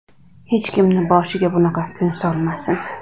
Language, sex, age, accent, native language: Uzbek, female, 25-34, Andijon, Uzbek